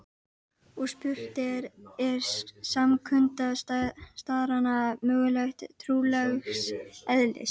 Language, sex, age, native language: Icelandic, female, 12, Icelandic